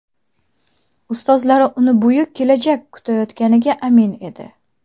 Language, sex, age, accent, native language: Uzbek, female, 19-29, Jizzax, Uzbek